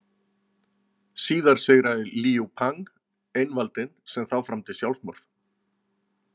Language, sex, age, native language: Icelandic, male, 40-49, Icelandic